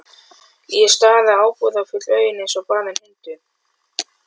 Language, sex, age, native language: Icelandic, male, 12, Icelandic